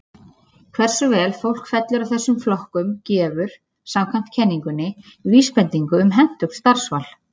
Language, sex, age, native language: Icelandic, female, 30-39, Icelandic